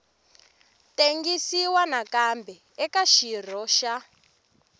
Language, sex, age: Tsonga, female, 18